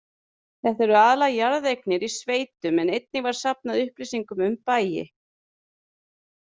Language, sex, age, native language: Icelandic, female, 30-39, Icelandic